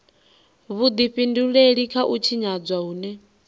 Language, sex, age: Venda, female, 19